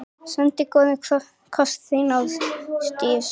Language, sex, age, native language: Icelandic, female, 9, Icelandic